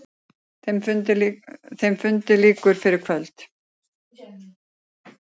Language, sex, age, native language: Icelandic, female, 50-59, Icelandic